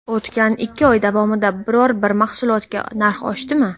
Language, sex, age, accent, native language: Uzbek, female, 19-29, Samarqand, Uzbek